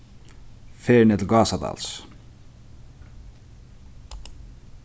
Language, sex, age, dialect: Faroese, male, 15-35, Sandoy